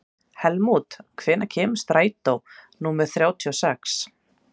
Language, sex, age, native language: Icelandic, female, 30-39, Icelandic